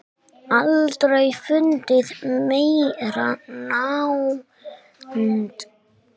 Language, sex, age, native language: Icelandic, female, 6, English